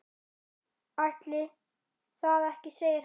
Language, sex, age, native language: Icelandic, male, 9, Icelandic